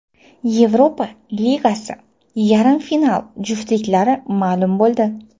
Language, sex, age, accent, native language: Uzbek, female, 25-34, Toshkent shahri, Uzbek